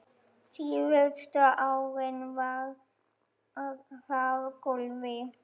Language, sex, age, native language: Icelandic, female, 10, German